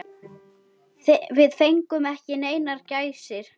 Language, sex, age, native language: Icelandic, female, 10, Icelandic